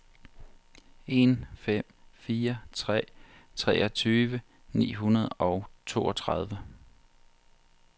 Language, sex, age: Danish, male, 40